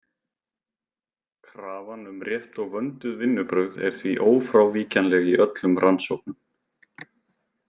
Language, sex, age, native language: Icelandic, male, 20-29, Icelandic